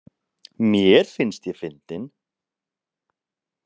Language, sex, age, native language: Icelandic, male, 30-39, Icelandic